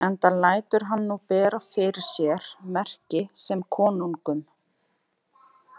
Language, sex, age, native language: Icelandic, female, 30-39, Icelandic